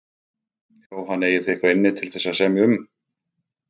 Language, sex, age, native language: Icelandic, male, 50-59, Icelandic